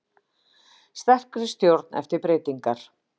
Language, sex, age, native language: Icelandic, female, 50-59, Icelandic